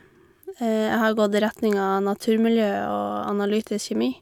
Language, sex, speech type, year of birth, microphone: Norwegian, female, spontaneous, 1989, Shure